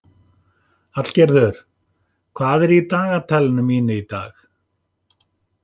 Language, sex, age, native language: Icelandic, male, 50-59, Icelandic